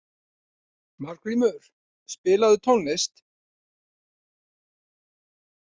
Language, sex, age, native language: Icelandic, male, 40-49, Icelandic